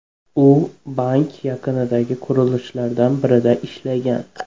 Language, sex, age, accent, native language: Uzbek, male, 18-24, Xorazm, Uzbek